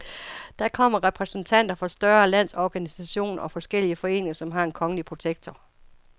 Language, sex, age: Danish, female, 55